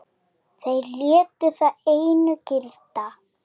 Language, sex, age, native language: Icelandic, female, 7, Icelandic